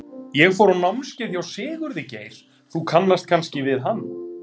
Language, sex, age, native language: Icelandic, male, 30-39, Icelandic